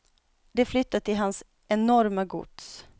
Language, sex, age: Swedish, female, 25